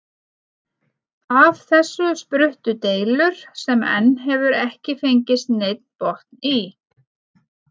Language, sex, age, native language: Icelandic, female, 40-49, Icelandic